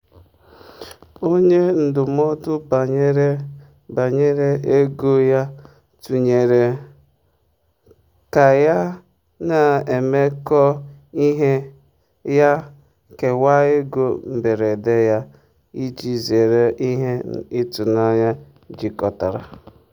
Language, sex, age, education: Igbo, male, 30-45, tertiary